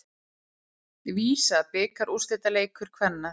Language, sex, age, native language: Icelandic, female, 30-39, Icelandic